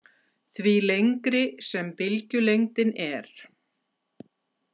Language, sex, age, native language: Icelandic, female, 50-59, Icelandic